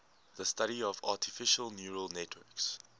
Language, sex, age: English, male, 19